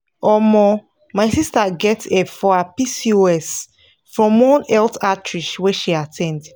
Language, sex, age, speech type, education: Nigerian Pidgin, female, 15-29, spontaneous, tertiary